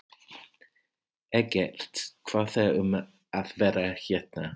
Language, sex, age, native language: Icelandic, male, 40-49, English